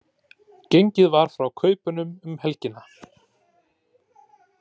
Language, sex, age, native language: Icelandic, male, 30-39, Icelandic